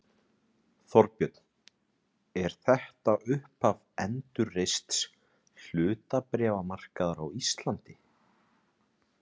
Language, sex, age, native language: Icelandic, male, 30-39, Icelandic